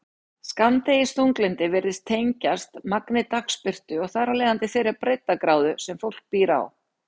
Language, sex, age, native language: Icelandic, female, 60-69, Icelandic